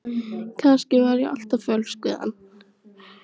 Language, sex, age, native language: Icelandic, female, 12, Icelandic